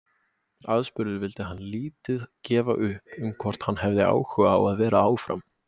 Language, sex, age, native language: Icelandic, male, 18-19, Icelandic